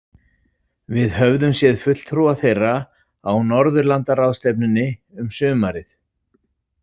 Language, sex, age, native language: Icelandic, male, 40-49, Icelandic